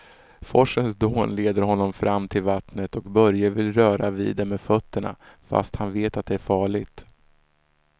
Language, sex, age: Swedish, male, 34